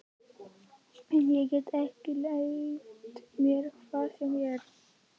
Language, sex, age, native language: Icelandic, male, 11, Icelandic